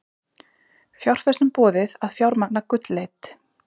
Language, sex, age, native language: Icelandic, female, 40-49, Icelandic